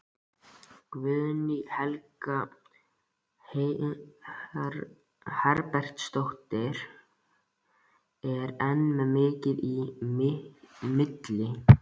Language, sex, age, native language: Icelandic, male, 13, Icelandic